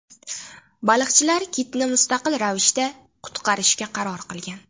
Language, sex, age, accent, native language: Uzbek, female, 18-24, Farg'ona, Uzbek